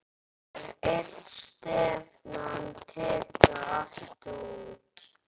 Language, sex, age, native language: Icelandic, male, 10, Icelandic